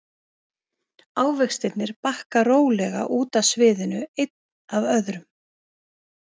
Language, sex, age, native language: Icelandic, female, 50-59, Icelandic